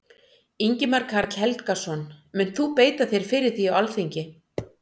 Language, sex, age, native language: Icelandic, female, 60-69, Icelandic